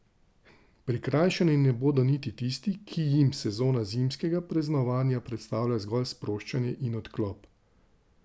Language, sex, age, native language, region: Slovenian, male, 30-49, Slovenian, Drava region